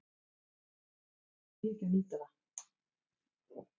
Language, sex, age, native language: Icelandic, female, 30-39, Icelandic